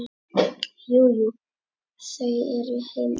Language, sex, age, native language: Icelandic, male, 10, Icelandic